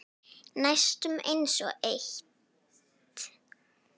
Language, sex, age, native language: Icelandic, female, 9, Icelandic